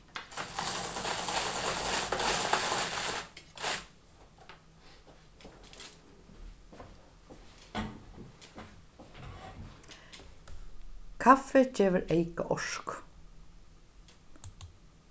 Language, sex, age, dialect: Faroese, female, 61+, Norðurstreymoy/Eysturoy